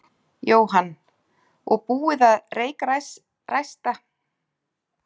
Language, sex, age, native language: Icelandic, female, 40-49, Icelandic